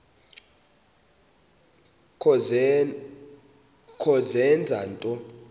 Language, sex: Xhosa, male